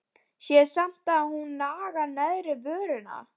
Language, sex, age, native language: Icelandic, female, 12, Icelandic